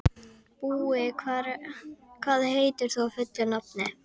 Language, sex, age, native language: Icelandic, female, 50-59, Icelandic